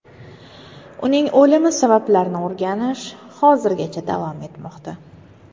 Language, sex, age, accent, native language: Uzbek, female, 19-29, Navoiy, Uzbek